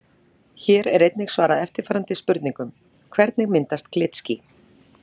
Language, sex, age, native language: Icelandic, female, 40-49, Icelandic